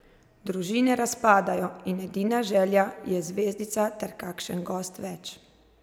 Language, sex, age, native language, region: Slovenian, female, 30-49, Slovenian, Zasavska region